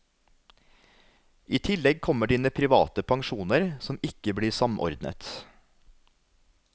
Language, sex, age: Norwegian, male, 33